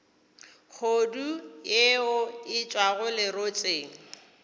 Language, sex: Northern Sotho, female